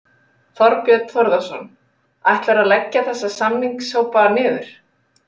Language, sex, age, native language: Icelandic, female, 30-39, Icelandic